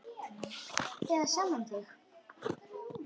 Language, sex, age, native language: Icelandic, female, 10, Icelandic